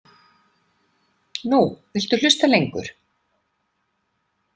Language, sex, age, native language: Icelandic, female, 50-59, Icelandic